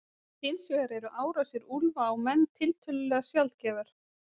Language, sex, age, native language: Icelandic, female, 30-39, Icelandic